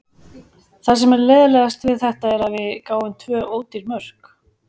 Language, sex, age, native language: Icelandic, female, 40-49, Icelandic